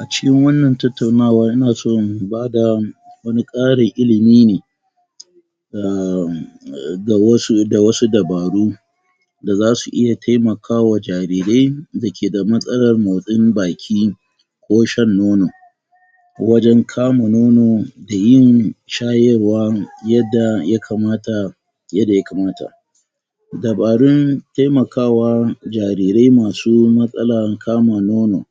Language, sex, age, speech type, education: Hausa, male, 46-60, spontaneous, tertiary